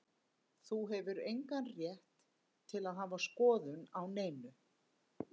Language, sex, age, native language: Icelandic, female, 50-59, Icelandic